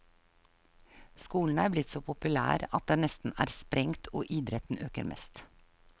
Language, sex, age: Norwegian, female, 48